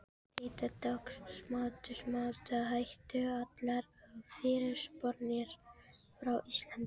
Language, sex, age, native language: Icelandic, female, 13, Filipino